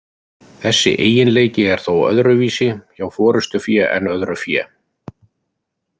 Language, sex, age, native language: Icelandic, male, 50-59, Icelandic